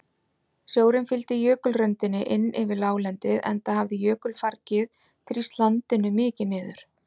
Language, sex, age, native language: Icelandic, female, 40-49, Icelandic